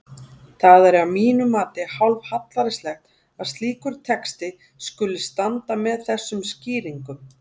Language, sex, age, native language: Icelandic, female, 40-49, Icelandic